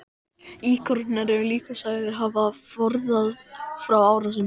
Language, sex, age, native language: Icelandic, male, 13, Icelandic